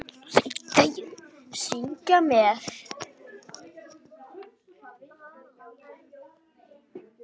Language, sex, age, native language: Icelandic, male, 10, Icelandic